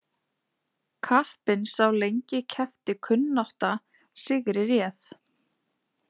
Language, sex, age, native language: Icelandic, female, 20-29, Icelandic